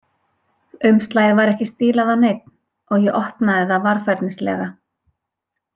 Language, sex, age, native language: Icelandic, female, 40-49, Icelandic